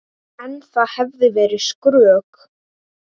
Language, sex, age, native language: Icelandic, male, 8, Icelandic